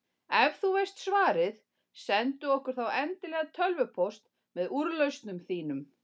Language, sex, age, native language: Icelandic, female, 40-49, Icelandic